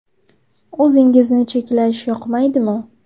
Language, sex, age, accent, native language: Uzbek, female, 18-24, Toshkent shahri, Uzbek